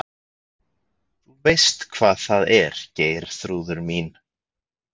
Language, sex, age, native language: Icelandic, male, 20-29, Icelandic